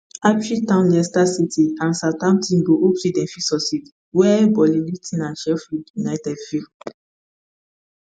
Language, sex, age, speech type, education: Nigerian Pidgin, female, 15-29, spontaneous, tertiary